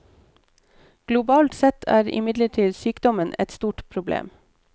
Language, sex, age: Norwegian, female, 29